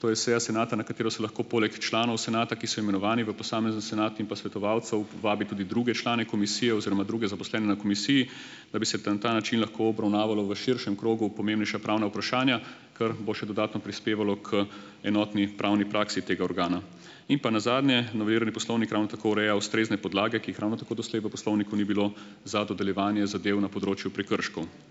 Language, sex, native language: Slovenian, male, Slovenian